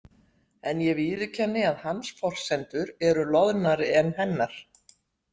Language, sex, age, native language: Icelandic, female, 60-69, Icelandic